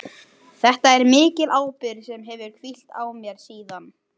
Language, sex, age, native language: Icelandic, male, 12, Icelandic